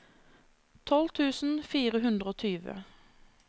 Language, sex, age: Norwegian, female, 26